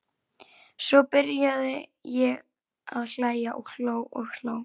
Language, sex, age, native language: Icelandic, female, 11, Icelandic